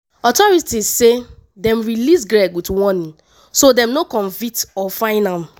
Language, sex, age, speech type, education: Nigerian Pidgin, female, 15-29, spontaneous, tertiary